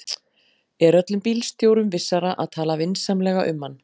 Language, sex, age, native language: Icelandic, female, 40-49, Icelandic